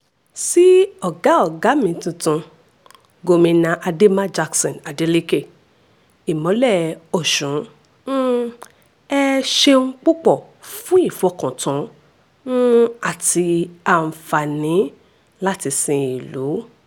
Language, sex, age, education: Yoruba, female, 15-29, tertiary